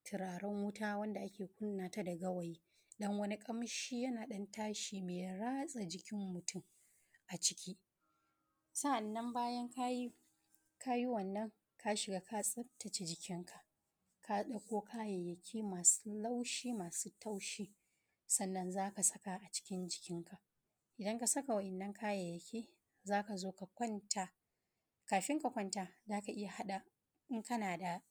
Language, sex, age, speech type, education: Hausa, female, 30-45, spontaneous, primary